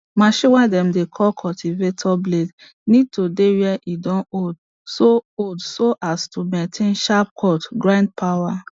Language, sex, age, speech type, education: Nigerian Pidgin, female, 30-45, spontaneous, tertiary